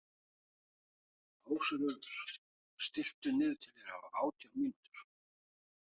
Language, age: Icelandic, 50-59